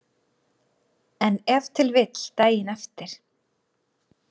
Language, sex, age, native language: Icelandic, female, 30-39, Icelandic